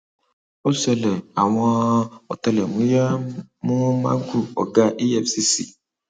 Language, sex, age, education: Yoruba, male, 30-45, secondary